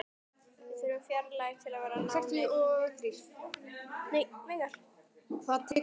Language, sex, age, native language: Icelandic, female, 12, Icelandic